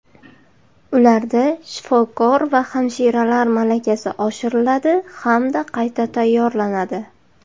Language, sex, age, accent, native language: Uzbek, female, 18-24, Qashqadaryo, Uzbek